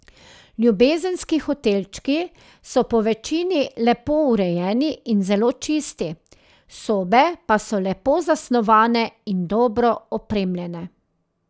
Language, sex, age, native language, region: Slovenian, female, 30-49, Slovenian, Drava region